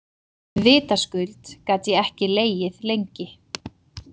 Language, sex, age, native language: Icelandic, female, 30-39, Icelandic